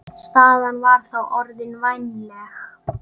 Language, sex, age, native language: Icelandic, female, 9, Icelandic